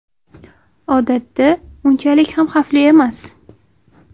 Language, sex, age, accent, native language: Uzbek, female, 18-24, Toshkent shahri, Uzbek